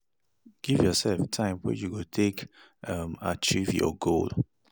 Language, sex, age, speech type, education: Nigerian Pidgin, male, 30-45, spontaneous, tertiary